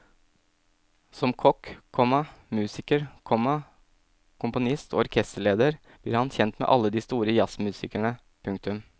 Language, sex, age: Norwegian, male, 27